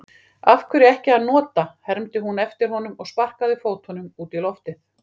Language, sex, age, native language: Icelandic, female, 40-49, Icelandic